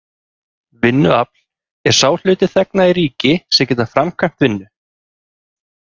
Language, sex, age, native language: Icelandic, male, 30-39, Icelandic